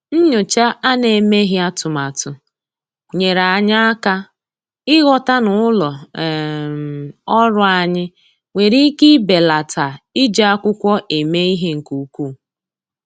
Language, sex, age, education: Igbo, female, 30-45, tertiary